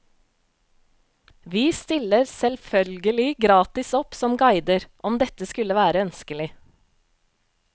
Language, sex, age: Norwegian, female, 35